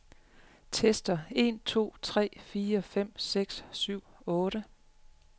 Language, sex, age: Danish, female, 35